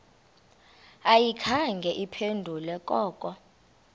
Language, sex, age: Xhosa, female, 32